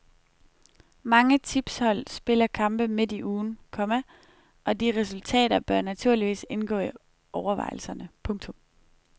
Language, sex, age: Danish, female, 21